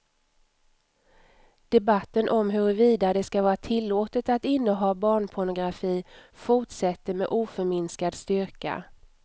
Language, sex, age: Swedish, female, 44